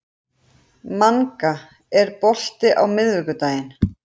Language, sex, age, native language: Icelandic, female, 40-49, Icelandic